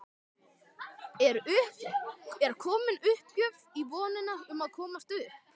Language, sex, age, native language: Icelandic, male, 12, Icelandic